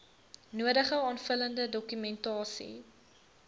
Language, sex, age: Afrikaans, female, 22